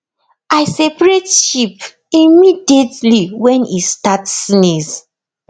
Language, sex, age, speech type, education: Nigerian Pidgin, female, 15-29, spontaneous, tertiary